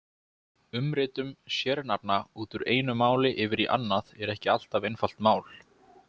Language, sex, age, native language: Icelandic, male, 20-29, Icelandic